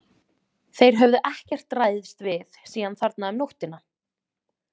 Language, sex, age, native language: Icelandic, female, 20-29, Icelandic